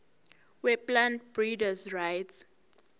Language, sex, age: Zulu, female, 18